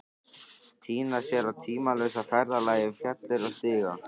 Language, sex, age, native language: Icelandic, male, 13, Icelandic